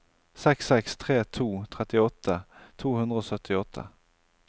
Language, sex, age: Norwegian, male, 28